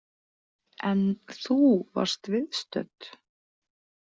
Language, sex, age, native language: Icelandic, female, 40-49, Icelandic